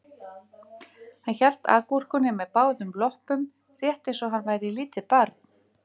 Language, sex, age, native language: Icelandic, female, 50-59, Icelandic